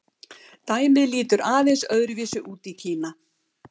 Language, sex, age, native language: Icelandic, female, 70-79, Icelandic